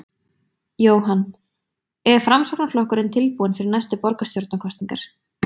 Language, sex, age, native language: Icelandic, female, 20-29, Icelandic